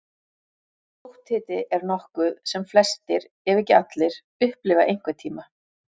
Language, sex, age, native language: Icelandic, female, 40-49, Icelandic